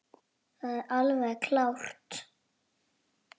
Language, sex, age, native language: Icelandic, female, 7, Icelandic